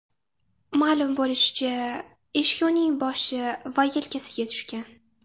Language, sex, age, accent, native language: Uzbek, female, under 19, Toshkent shahri, Uzbek